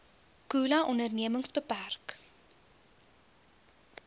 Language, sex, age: Afrikaans, female, 22